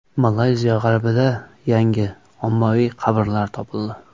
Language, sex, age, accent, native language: Uzbek, male, 25-34, Toshkent viloyati, Uzbek